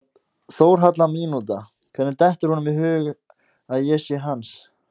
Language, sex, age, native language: Icelandic, male, 20-29, Icelandic